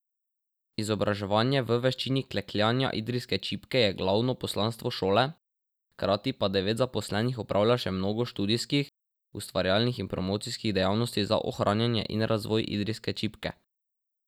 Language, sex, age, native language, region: Slovenian, male, 12-17, Slovenian, Drava region